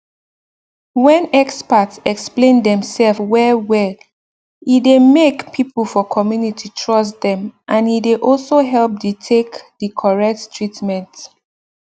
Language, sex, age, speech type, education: Nigerian Pidgin, female, 15-29, spontaneous, tertiary